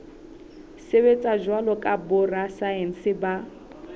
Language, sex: Southern Sotho, female